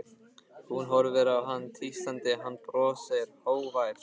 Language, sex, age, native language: Icelandic, male, 15, Icelandic